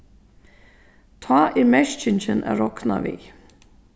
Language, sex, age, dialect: Faroese, female, 36-60, Suðurstreymoy